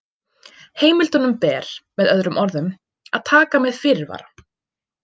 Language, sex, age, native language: Icelandic, female, 20-29, Icelandic